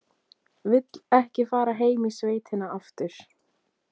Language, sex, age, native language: Icelandic, female, 18-19, Icelandic